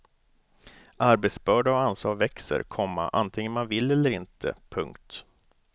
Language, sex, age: Swedish, male, 29